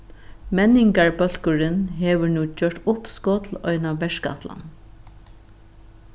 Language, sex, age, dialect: Faroese, female, 36-60, Norðuroyggjar